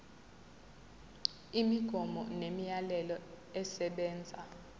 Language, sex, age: Zulu, female, 20